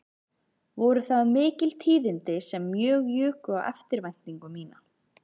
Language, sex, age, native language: Icelandic, female, 30-39, Icelandic